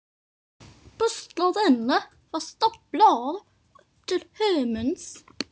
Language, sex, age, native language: Icelandic, female, 18-19, Norwegian